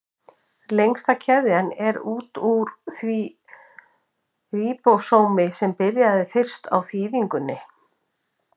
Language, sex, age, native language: Icelandic, female, 50-59, Icelandic